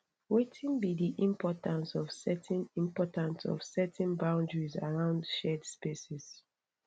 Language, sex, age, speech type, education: Nigerian Pidgin, female, 15-29, spontaneous, tertiary